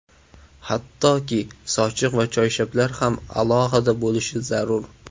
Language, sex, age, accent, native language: Uzbek, male, 19-29, Samarqand, Uzbek